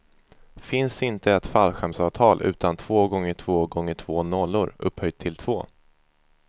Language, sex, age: Swedish, male, 24